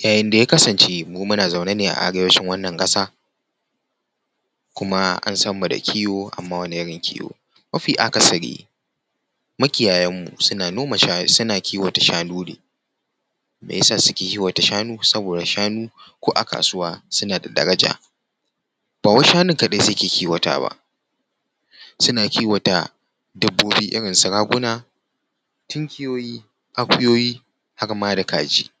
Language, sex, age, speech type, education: Hausa, male, 15-29, spontaneous, tertiary